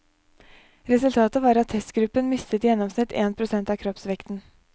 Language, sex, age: Norwegian, female, 23